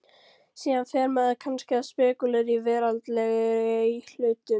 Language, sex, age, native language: Icelandic, female, 13, Icelandic